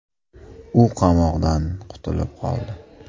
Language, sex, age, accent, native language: Uzbek, male, 25-34, Andijon, Uzbek